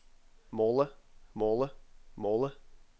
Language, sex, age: Norwegian, male, 21